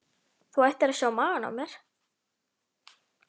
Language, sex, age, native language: Icelandic, male, 11, Icelandic